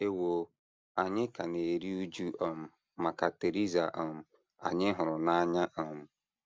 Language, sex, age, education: Igbo, male, 30-45, secondary